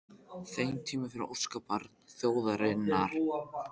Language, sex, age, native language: Icelandic, male, 14, Icelandic